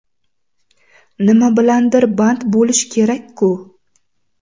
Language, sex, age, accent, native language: Uzbek, female, 18-24, Samarqand, Uzbek